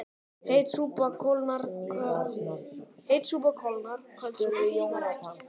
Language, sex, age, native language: Icelandic, male, 12, Icelandic